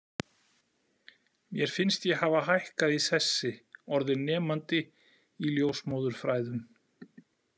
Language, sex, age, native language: Icelandic, male, 40-49, Icelandic